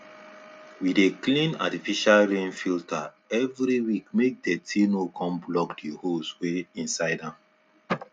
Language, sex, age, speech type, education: Nigerian Pidgin, male, 15-29, spontaneous, tertiary